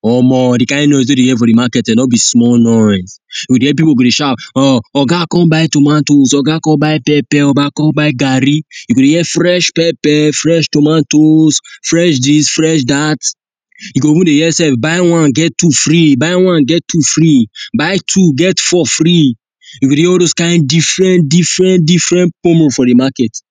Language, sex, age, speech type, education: Nigerian Pidgin, male, 15-29, spontaneous, tertiary